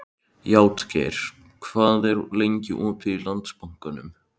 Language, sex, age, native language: Icelandic, male, 13, Icelandic